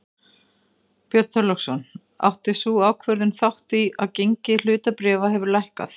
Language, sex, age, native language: Icelandic, female, 50-59, Icelandic